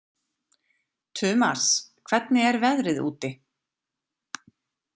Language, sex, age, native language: Icelandic, female, 40-49, Icelandic